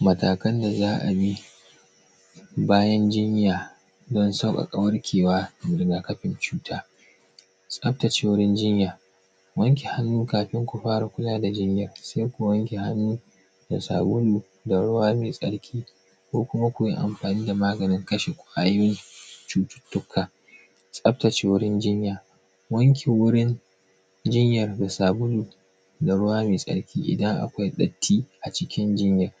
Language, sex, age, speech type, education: Hausa, male, 15-29, spontaneous, tertiary